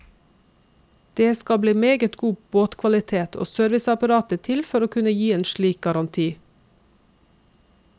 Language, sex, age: Norwegian, female, 46